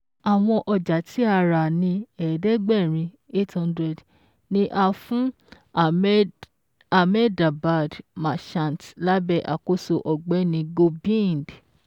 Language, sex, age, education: Yoruba, female, 15-29, secondary